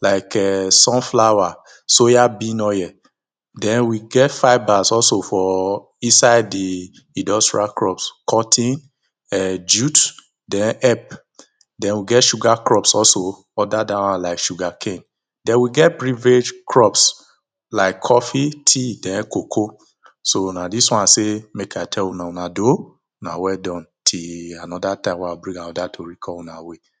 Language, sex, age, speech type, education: Nigerian Pidgin, male, 30-45, spontaneous, tertiary